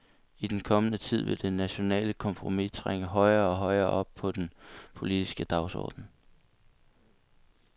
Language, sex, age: Danish, male, 22